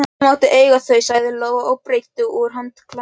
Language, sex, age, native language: Icelandic, male, 18-19, Icelandic